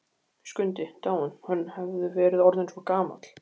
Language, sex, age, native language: Icelandic, male, 15, Icelandic